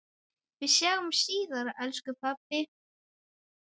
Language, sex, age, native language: Icelandic, male, 9, Icelandic